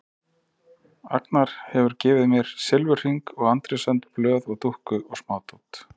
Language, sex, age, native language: Icelandic, male, 30-39, Icelandic